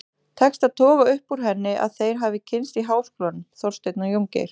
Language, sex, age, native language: Icelandic, female, 30-39, Icelandic